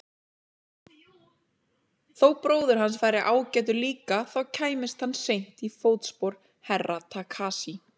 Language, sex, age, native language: Icelandic, female, 30-39, Icelandic